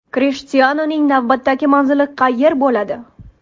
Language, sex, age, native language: Uzbek, female, 18-24, Uzbek